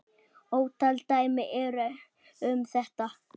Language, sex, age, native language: Icelandic, male, 8, Icelandic